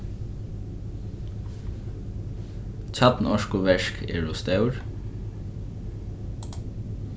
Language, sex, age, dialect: Faroese, male, 15-35, Norðuroyggjar